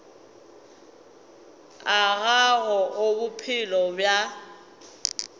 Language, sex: Northern Sotho, female